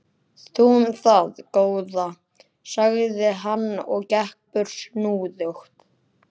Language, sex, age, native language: Icelandic, male, 11, Icelandic